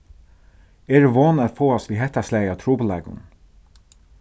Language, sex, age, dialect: Faroese, male, 36-60, Suðurstreymoy